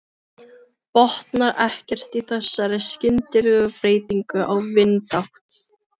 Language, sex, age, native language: Icelandic, female, 15, Filipino